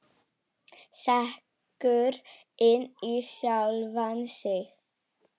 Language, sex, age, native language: Icelandic, male, 7, Icelandic